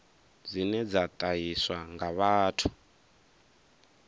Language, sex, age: Venda, male, 24